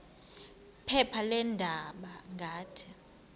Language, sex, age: Xhosa, female, 26